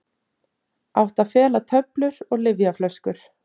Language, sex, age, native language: Icelandic, female, 30-39, Icelandic